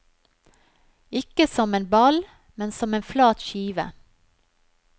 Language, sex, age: Norwegian, female, 43